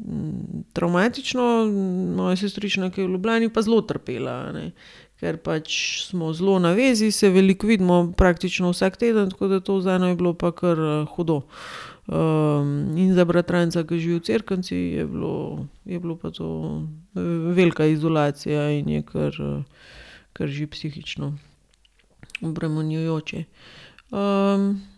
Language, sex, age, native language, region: Slovenian, female, 30-49, Slovenian, Gorenjska region